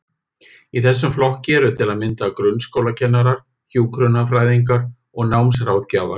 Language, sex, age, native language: Icelandic, male, 50-59, Icelandic